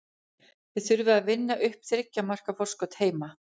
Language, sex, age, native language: Icelandic, female, 40-49, Icelandic